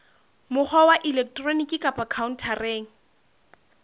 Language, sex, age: Southern Sotho, female, 21